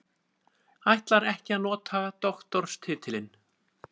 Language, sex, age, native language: Icelandic, male, 30-39, Icelandic